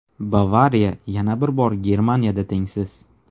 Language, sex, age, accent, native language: Uzbek, male, 19-29, Namangan, Uzbek